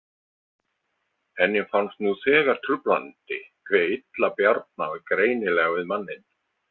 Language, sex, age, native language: Icelandic, male, 50-59, Icelandic